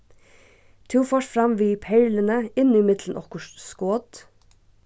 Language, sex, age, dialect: Faroese, female, 15-35, Suðurstreymoy